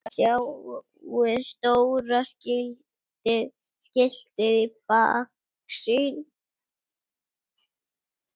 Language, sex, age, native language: Icelandic, female, 7, Icelandic